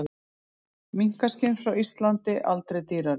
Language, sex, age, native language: Icelandic, female, 50-59, Icelandic